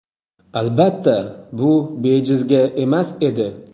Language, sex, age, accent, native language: Uzbek, male, 18-24, Qoraqalpog'iston, Uzbek